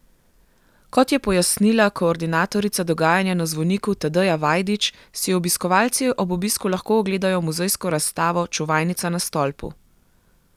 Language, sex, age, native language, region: Slovenian, female, 18-29, Slovenian, Gorenjska region